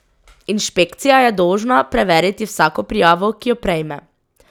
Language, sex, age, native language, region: Slovenian, female, 18-29, Slovenian, Drava region